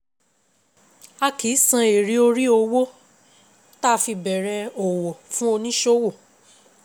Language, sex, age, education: Yoruba, female, 15-29, secondary